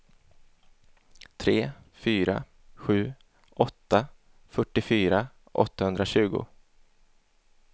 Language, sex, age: Swedish, male, 27